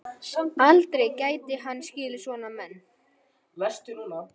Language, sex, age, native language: Icelandic, male, 12, Icelandic